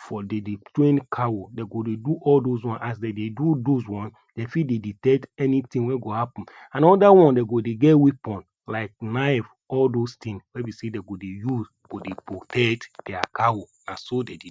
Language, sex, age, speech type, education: Nigerian Pidgin, male, 30-45, spontaneous, tertiary